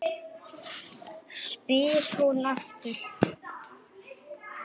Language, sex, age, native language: Icelandic, male, 9, Icelandic